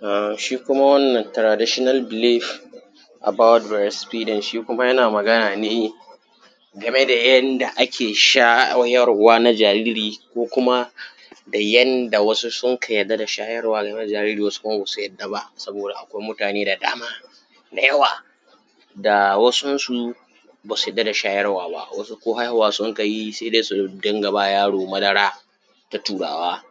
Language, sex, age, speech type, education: Hausa, male, 15-29, spontaneous, primary